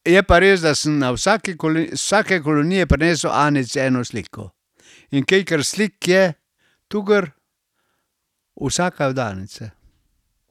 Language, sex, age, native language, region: Slovenian, male, 60+, Slovenian, Carinthia region